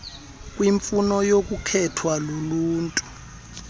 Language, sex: Xhosa, male